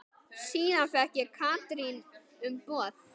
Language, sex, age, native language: Icelandic, male, 10, Icelandic